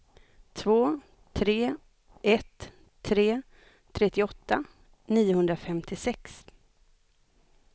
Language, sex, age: Swedish, female, 25